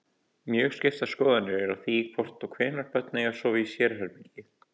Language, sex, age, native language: Icelandic, male, 18-19, Icelandic